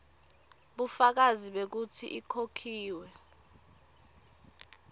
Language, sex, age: Swati, female, 23